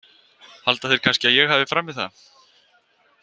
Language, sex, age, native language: Icelandic, female, 18-19, Icelandic